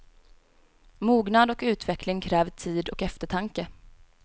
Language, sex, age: Swedish, female, 18